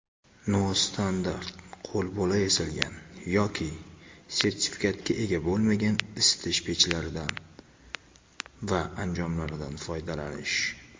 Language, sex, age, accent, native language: Uzbek, male, 19-29, Toshkent viloyati, Uzbek